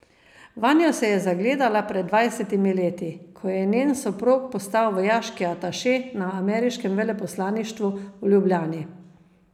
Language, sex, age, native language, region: Slovenian, female, 50-59, Slovenian, Savinja region